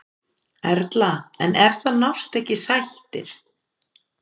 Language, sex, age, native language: Icelandic, female, 50-59, Icelandic